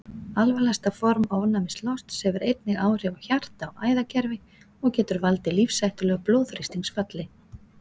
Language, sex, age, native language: Icelandic, female, 40-49, Icelandic